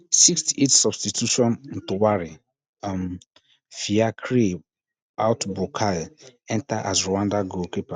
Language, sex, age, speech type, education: Nigerian Pidgin, male, 15-29, spontaneous, tertiary